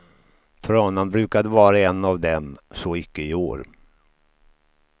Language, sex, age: Swedish, male, 53